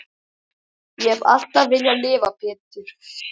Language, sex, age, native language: Icelandic, male, 11, Icelandic